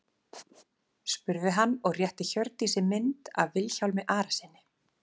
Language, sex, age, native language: Icelandic, female, 30-39, Icelandic